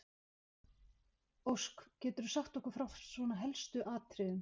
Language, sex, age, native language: Icelandic, female, 50-59, Icelandic